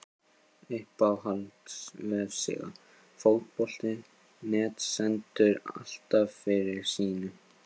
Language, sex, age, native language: Icelandic, male, 15, Icelandic